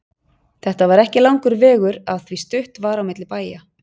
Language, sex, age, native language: Icelandic, female, 40-49, Icelandic